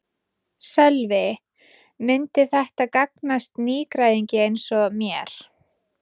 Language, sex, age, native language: Icelandic, female, 20-29, Icelandic